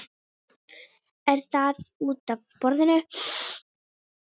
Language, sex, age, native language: Icelandic, female, 9, Icelandic